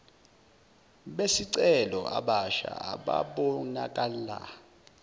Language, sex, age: Zulu, male, 19